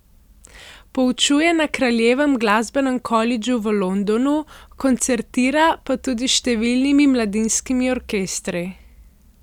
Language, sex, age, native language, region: Slovenian, female, 18-29, Slovenian, Central Slovenia